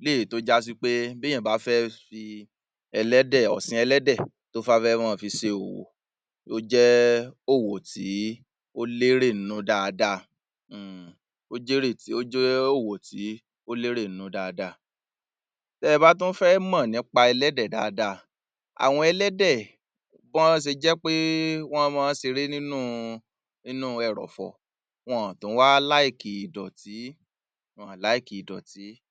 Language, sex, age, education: Yoruba, male, 30-45, tertiary